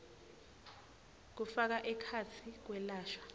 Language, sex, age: Swati, female, 20